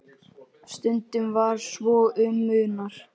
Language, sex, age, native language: Icelandic, male, 10, Icelandic